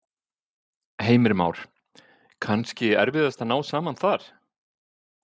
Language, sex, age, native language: Icelandic, male, 50-59, Icelandic